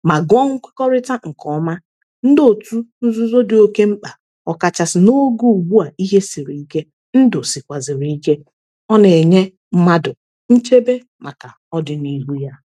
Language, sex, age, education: Igbo, female, 30-45, tertiary